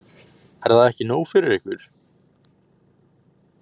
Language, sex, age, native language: Icelandic, male, 18-19, Icelandic